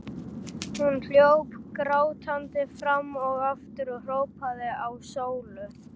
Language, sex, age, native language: Icelandic, male, 11, Icelandic